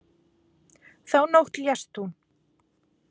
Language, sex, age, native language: Icelandic, female, 40-49, Icelandic